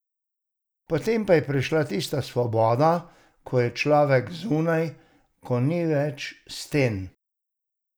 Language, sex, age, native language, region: Slovenian, male, 60+, Slovenian, Savinja region